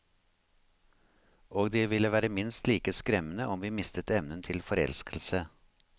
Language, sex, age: Norwegian, male, 53